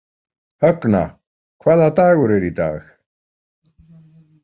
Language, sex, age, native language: Icelandic, male, 40-49, Icelandic